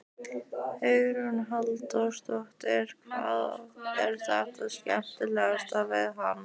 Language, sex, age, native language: Icelandic, female, 15, Icelandic